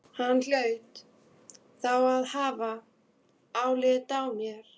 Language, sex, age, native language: Icelandic, female, 13, Icelandic